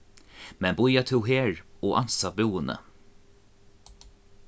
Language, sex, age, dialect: Faroese, male, 15-35, Norðuroyggjar